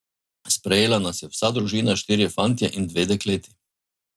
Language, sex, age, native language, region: Slovenian, male, 50-59, Slovenian, Drava region